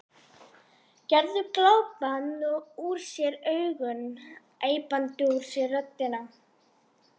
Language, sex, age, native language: Icelandic, female, 11, Icelandic